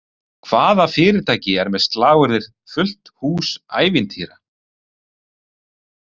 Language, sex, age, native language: Icelandic, male, 30-39, Icelandic